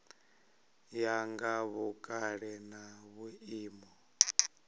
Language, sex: Venda, male